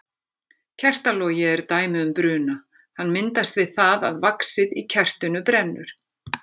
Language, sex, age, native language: Icelandic, female, 50-59, Icelandic